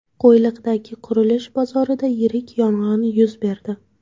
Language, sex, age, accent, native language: Uzbek, female, 18-24, Toshkent shahri, Uzbek